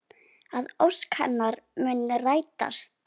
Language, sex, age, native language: Icelandic, female, 10, Icelandic